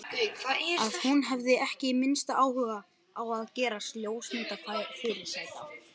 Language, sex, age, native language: Icelandic, male, 12, Icelandic